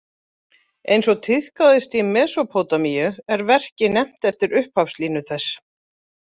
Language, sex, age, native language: Icelandic, female, 40-49, Icelandic